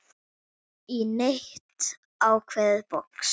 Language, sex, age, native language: Icelandic, female, 10, Icelandic